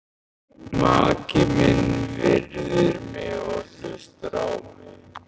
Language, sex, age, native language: Icelandic, male, 15, Icelandic